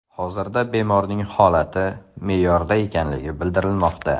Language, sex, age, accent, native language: Uzbek, male, 18-24, Samarqand, Uzbek